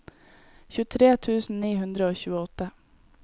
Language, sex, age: Norwegian, female, 18